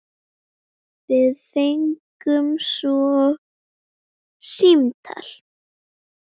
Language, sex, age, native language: Icelandic, female, 7, Icelandic